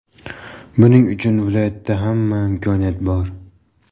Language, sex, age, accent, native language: Uzbek, male, 18-24, Navoiy, Uzbek